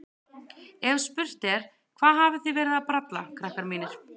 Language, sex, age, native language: Icelandic, female, 30-39, Icelandic